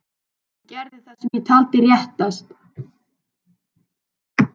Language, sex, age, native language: Icelandic, male, 12, Icelandic